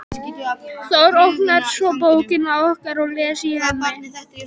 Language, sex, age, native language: Icelandic, female, 12, Icelandic